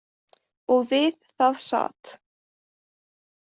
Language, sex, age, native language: Icelandic, female, 20-29, Icelandic